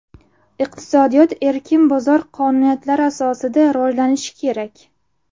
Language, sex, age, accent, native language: Uzbek, female, 18-24, Buxoro, Uzbek